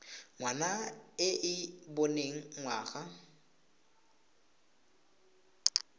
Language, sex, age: Tswana, male, 18